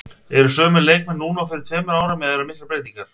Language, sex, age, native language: Icelandic, male, 30-39, Icelandic